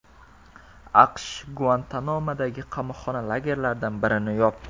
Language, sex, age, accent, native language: Uzbek, male, 18-24, Jizzax, Uzbek